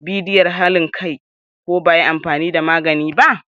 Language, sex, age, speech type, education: Hausa, male, 46-60, spontaneous, tertiary